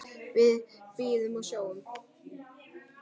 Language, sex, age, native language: Icelandic, male, 9, Icelandic